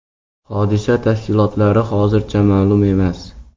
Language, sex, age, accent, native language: Uzbek, male, 12-17, Xorazm, Uzbek